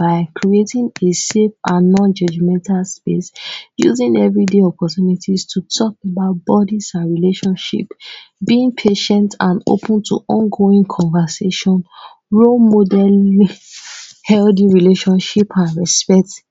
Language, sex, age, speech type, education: Nigerian Pidgin, female, 15-29, spontaneous, tertiary